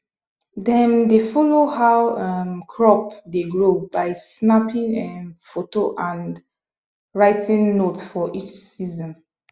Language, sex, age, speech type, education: Nigerian Pidgin, female, 15-29, spontaneous, tertiary